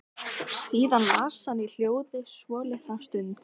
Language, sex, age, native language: Icelandic, female, 13, Icelandic